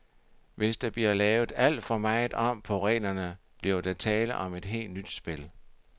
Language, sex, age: Danish, male, 60